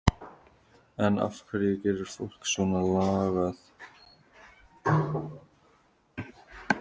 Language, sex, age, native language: Icelandic, male, 15, Icelandic